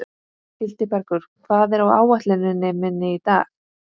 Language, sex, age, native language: Icelandic, female, 20-29, Icelandic